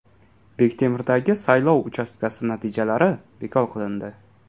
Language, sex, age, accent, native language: Uzbek, male, 18-24, Toshkent viloyati, Uzbek